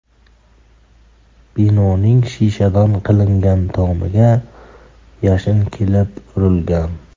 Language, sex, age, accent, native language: Uzbek, male, 25-34, Qashqadaryo, Uzbek